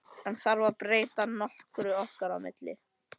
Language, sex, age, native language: Icelandic, male, 13, Icelandic